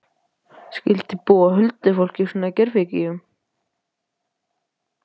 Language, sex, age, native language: Icelandic, male, 12, Icelandic